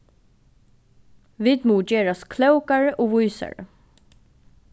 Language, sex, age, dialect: Faroese, female, 15-35, Norðuroyggjar